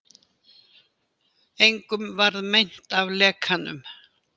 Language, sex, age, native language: Icelandic, female, 80-89, Icelandic